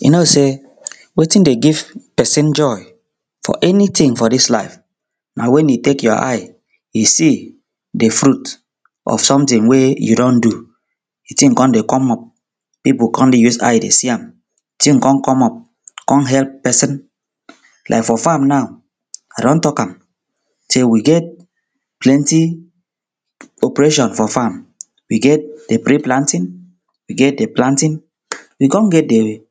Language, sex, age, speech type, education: Nigerian Pidgin, male, 30-45, spontaneous, tertiary